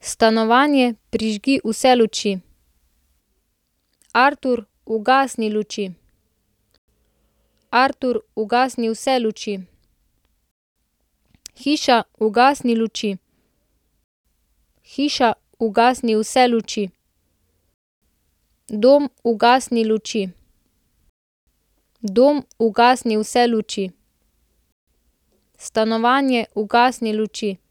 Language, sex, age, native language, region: Slovenian, female, 18-29, Slovenian, Central Slovenia